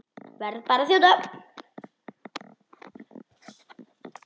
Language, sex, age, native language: Icelandic, female, 10, Icelandic